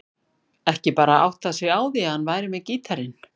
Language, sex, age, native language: Icelandic, female, 50-59, Icelandic